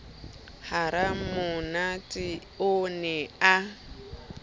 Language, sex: Southern Sotho, female